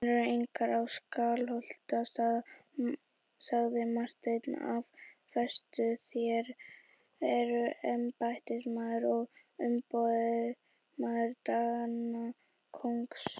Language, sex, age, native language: Icelandic, female, 18-19, Icelandic